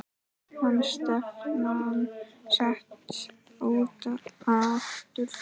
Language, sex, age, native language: Icelandic, male, 10, Icelandic